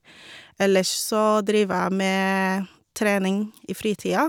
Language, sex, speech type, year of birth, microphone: Norwegian, female, spontaneous, 1982, Shure